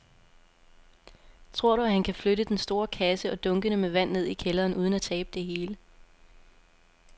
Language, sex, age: Danish, female, 27